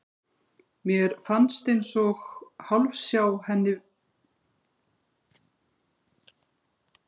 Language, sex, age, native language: Icelandic, female, 50-59, Icelandic